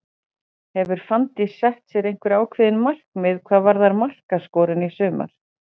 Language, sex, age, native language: Icelandic, female, 40-49, Icelandic